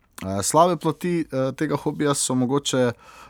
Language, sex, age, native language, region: Slovenian, male, 18-29, Slovenian, Southeast Slovenia